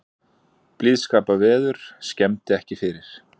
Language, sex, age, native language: Icelandic, male, 40-49, Icelandic